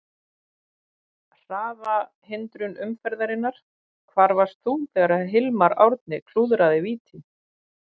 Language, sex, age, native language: Icelandic, female, 50-59, Icelandic